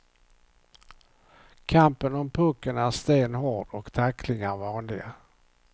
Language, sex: Swedish, male